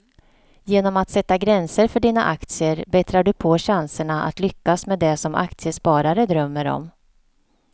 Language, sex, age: Swedish, female, 48